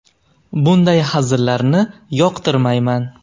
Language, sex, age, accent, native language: Uzbek, male, 19-29, Andijon, Uzbek